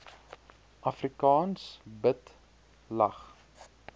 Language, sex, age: Afrikaans, male, 23